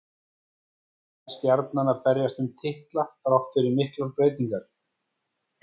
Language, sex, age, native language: Icelandic, female, 14, Icelandic